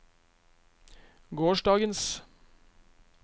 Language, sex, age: Norwegian, male, 23